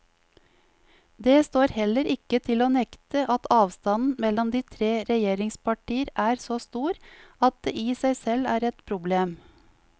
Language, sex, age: Norwegian, female, 50